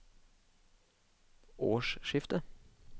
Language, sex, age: Norwegian, male, 25